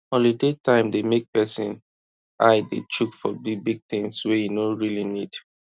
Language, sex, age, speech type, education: Nigerian Pidgin, male, 15-29, spontaneous, tertiary